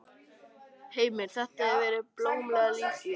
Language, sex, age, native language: Icelandic, male, 13, Icelandic